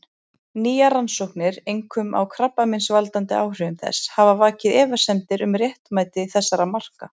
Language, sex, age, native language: Icelandic, female, 40-49, Icelandic